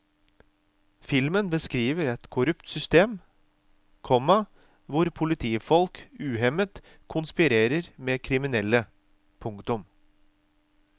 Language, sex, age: Norwegian, male, 36